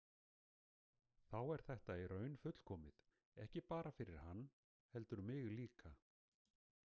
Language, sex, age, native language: Icelandic, male, 60-69, Icelandic